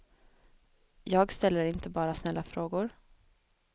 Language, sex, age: Swedish, female, 23